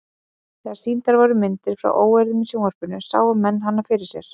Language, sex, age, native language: Icelandic, female, 20-29, Icelandic